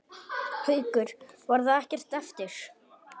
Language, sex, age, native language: Icelandic, male, 9, Icelandic